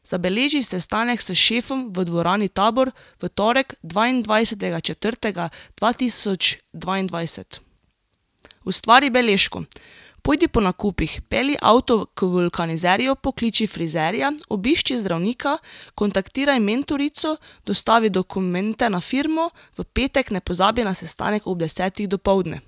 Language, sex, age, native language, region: Slovenian, female, 18-29, Slovenian, Drava region